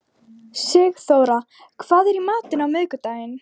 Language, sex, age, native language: Icelandic, female, 12, Icelandic